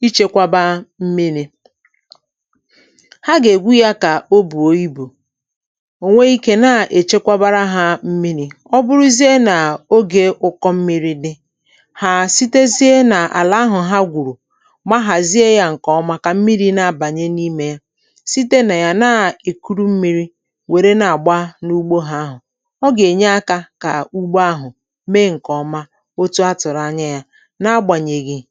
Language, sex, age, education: Igbo, female, 46-60, tertiary